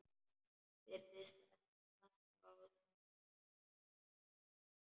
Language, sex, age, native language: Icelandic, male, 10, Icelandic